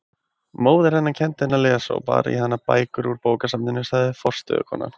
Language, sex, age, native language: Icelandic, male, 20-29, Icelandic